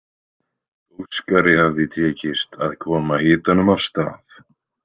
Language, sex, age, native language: Icelandic, male, 20-29, Icelandic